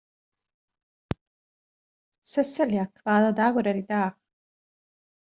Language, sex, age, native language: Icelandic, female, 40-49, Slovak